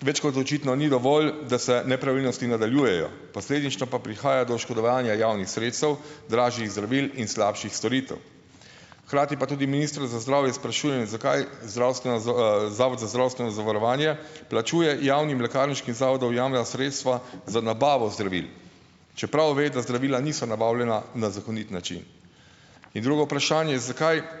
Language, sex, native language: Slovenian, male, Slovenian